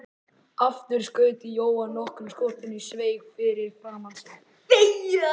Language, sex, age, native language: Icelandic, male, 11, Icelandic